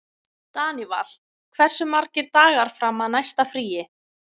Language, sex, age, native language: Icelandic, female, 20-29, Icelandic